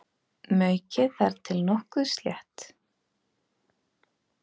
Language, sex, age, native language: Icelandic, female, 9, Icelandic